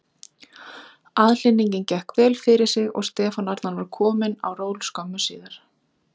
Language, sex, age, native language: Icelandic, female, 20-29, Icelandic